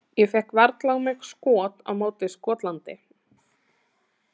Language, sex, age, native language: Icelandic, male, 18-19, Icelandic